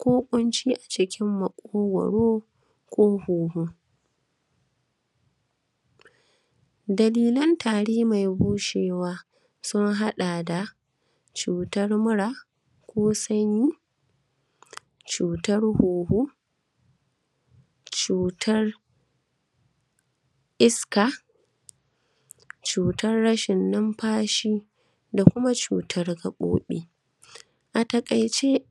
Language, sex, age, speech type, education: Hausa, female, 30-45, spontaneous, primary